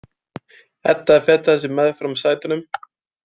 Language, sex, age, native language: Icelandic, male, 20-29, Icelandic